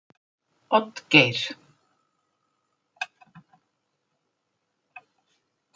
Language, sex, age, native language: Icelandic, female, 50-59, Icelandic